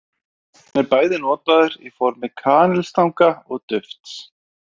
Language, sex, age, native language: Icelandic, male, 30-39, Icelandic